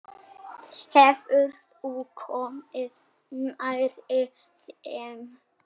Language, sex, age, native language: Icelandic, female, 6, Icelandic